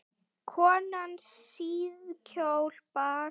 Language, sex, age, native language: Icelandic, female, 10, Icelandic